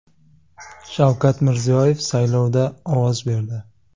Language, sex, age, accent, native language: Uzbek, male, 18-24, Jizzax, Uzbek